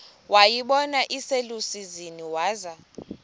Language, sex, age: Xhosa, female, 20